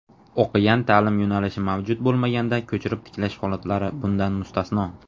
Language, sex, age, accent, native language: Uzbek, male, 19-29, Namangan, Uzbek